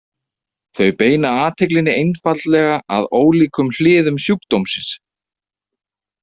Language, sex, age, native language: Icelandic, male, 30-39, Icelandic